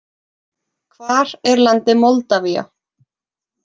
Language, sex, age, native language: Icelandic, female, 20-29, Icelandic